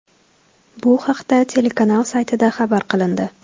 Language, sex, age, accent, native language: Uzbek, female, 18-24, Toshkent viloyati, Tajik